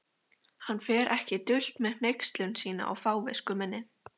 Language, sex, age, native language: Icelandic, female, 13, Icelandic